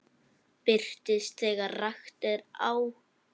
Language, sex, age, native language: Icelandic, male, 9, Icelandic